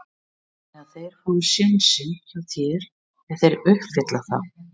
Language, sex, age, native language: Icelandic, female, 60-69, Icelandic